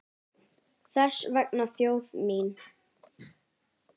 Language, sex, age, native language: Icelandic, female, 9, Icelandic